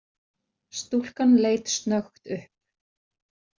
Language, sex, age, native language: Icelandic, female, 40-49, Icelandic